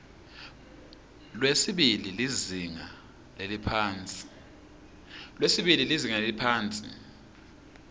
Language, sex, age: Swati, male, 26